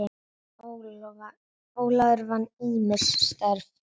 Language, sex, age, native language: Icelandic, female, 9, Icelandic